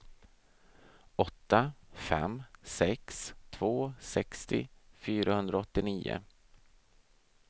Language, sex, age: Swedish, male, 32